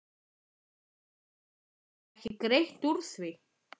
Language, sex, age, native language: Icelandic, female, 11, Icelandic